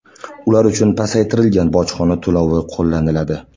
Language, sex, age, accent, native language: Uzbek, male, 18-24, Andijon, Uzbek